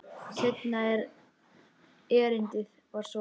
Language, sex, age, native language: Icelandic, male, 10, Icelandic